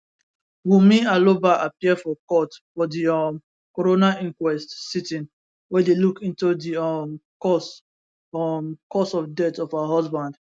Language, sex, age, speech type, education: Nigerian Pidgin, male, 15-29, spontaneous, tertiary